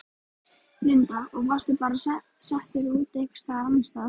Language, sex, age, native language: Icelandic, female, 13, Icelandic